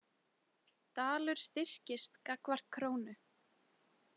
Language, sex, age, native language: Icelandic, female, 20-29, Icelandic